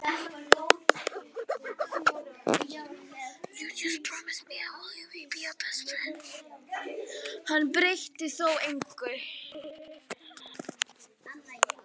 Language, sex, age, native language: Icelandic, female, 9, Icelandic